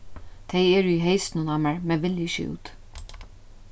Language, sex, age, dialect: Faroese, female, 36-60, Norðuroyggjar